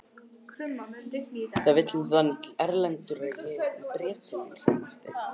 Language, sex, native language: Icelandic, male, Icelandic